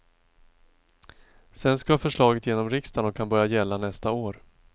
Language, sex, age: Swedish, male, 42